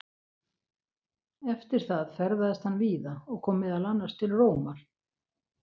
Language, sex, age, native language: Icelandic, female, 60-69, Icelandic